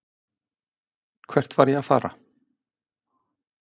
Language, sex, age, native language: Icelandic, male, 50-59, Icelandic